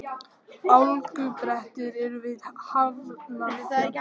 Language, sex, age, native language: Icelandic, male, 18-19, Icelandic